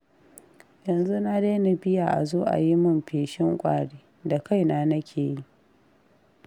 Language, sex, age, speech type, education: Hausa, female, 15-29, read, tertiary